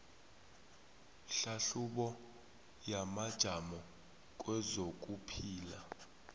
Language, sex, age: South Ndebele, male, 19